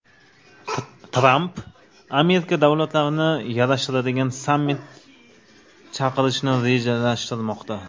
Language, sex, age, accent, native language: Uzbek, male, 25-34, Navoiy, Uzbek